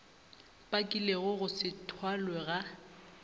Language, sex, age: Northern Sotho, female, 25